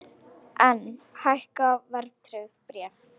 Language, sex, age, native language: Icelandic, female, 18-19, Icelandic